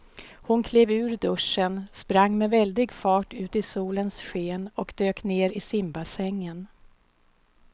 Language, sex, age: Swedish, female, 52